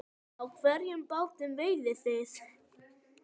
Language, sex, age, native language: Icelandic, female, 10, Icelandic